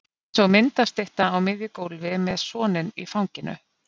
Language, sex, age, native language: Icelandic, female, 50-59, Icelandic